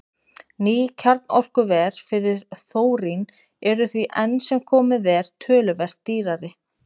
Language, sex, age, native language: Icelandic, female, 20-29, Icelandic